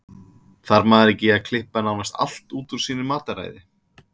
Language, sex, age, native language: Icelandic, male, 30-39, Icelandic